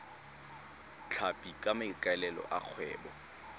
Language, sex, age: Tswana, male, 19